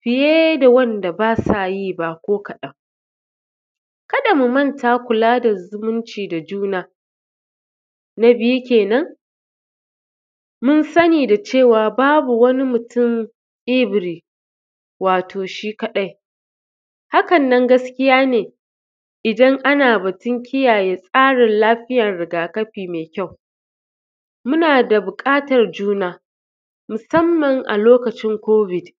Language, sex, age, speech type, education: Hausa, female, 30-45, spontaneous, tertiary